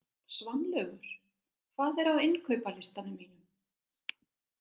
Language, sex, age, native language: Icelandic, female, 60-69, Icelandic